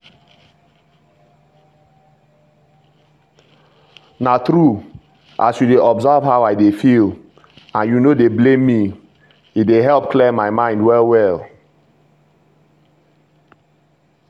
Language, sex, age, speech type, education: Nigerian Pidgin, male, 30-45, spontaneous, tertiary